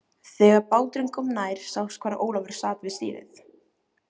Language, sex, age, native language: Icelandic, female, 18-19, Icelandic